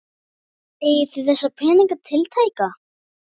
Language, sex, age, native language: Icelandic, female, 9, Icelandic